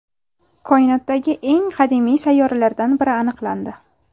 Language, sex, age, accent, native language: Uzbek, female, 18-24, Samarqand, Uzbek